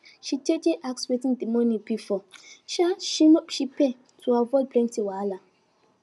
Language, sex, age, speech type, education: Nigerian Pidgin, female, 15-29, spontaneous, tertiary